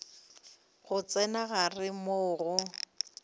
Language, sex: Northern Sotho, female